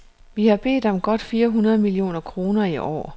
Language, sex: Danish, female